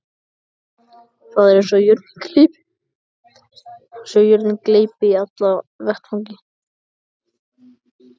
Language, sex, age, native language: Icelandic, male, 14, Icelandic